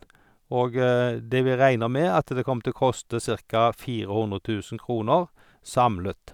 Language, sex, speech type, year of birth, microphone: Norwegian, male, spontaneous, 1951, Sennheiser